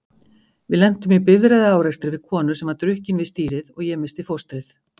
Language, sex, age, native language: Icelandic, female, 50-59, Icelandic